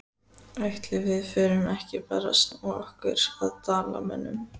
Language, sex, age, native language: Icelandic, female, 14, Icelandic